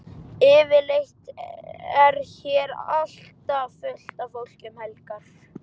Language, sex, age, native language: Icelandic, male, 11, Icelandic